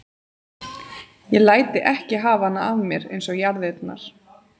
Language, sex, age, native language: Icelandic, female, 30-39, Icelandic